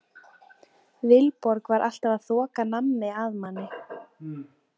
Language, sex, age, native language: Icelandic, female, 20-29, Icelandic